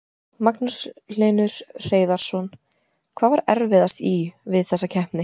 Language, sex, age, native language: Icelandic, female, 20-29, Icelandic